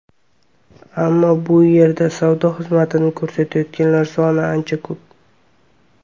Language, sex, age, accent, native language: Uzbek, male, under 19, Qashqadaryo, Uzbek